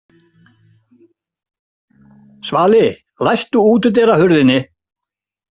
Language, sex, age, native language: Icelandic, male, 60-69, Icelandic